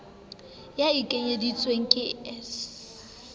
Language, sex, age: Southern Sotho, female, 18